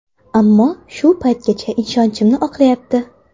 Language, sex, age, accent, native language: Uzbek, female, 18-24, Toshkent shahri, Uzbek